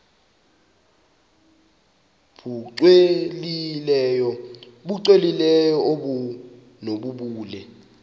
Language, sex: Xhosa, male